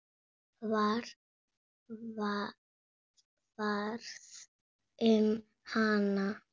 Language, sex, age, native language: Icelandic, female, 8, Spanish